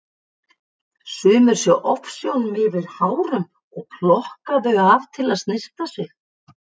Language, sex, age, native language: Icelandic, female, 50-59, Icelandic